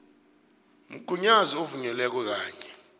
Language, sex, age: South Ndebele, male, 21